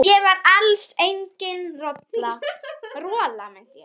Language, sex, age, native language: Icelandic, female, 8, Icelandic